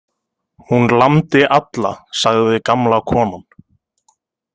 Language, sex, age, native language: Icelandic, male, 30-39, Icelandic